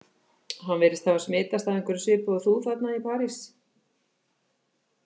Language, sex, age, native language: Icelandic, female, 50-59, Icelandic